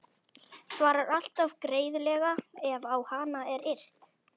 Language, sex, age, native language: Icelandic, male, 11, Icelandic